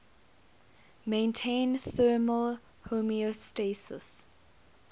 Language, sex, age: English, female, 21